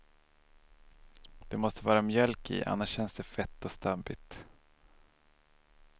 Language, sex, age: Swedish, male, 27